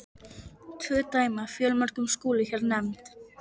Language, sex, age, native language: Icelandic, male, 11, Polish